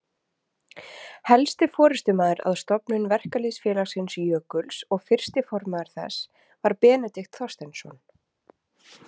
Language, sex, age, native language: Icelandic, female, 30-39, Icelandic